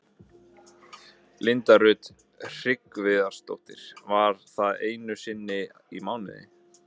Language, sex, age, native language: Icelandic, male, 20-29, Icelandic